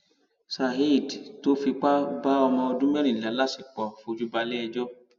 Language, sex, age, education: Yoruba, male, 46-60, tertiary